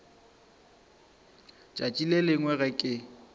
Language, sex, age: Northern Sotho, female, 26